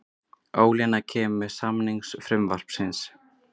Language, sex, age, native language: Icelandic, female, 20-29, Icelandic